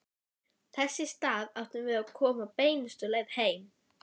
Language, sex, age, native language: Icelandic, female, 11, Icelandic